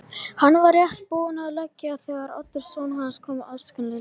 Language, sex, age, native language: Icelandic, male, 18-19, Icelandic